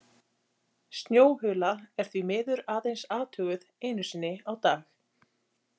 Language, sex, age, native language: Icelandic, female, 30-39, Icelandic